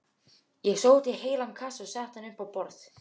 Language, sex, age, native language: Icelandic, male, 12, Icelandic